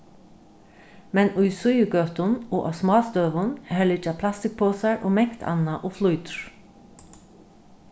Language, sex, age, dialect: Faroese, female, 36-60, Norðurstreymoy/Eysturoy